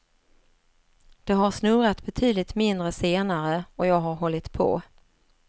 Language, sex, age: Swedish, female, 47